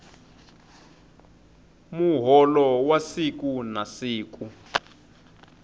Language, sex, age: Tsonga, male, 25